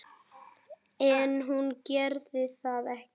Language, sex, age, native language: Icelandic, male, 10, Icelandic